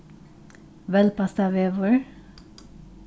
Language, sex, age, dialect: Faroese, female, 36-60, Norðurstreymoy/Eysturoy